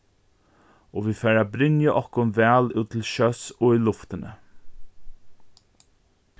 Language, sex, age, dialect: Faroese, male, 15-35, Norðurstreymoy/Eysturoy